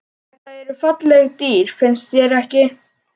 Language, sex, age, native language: Icelandic, male, 11, Icelandic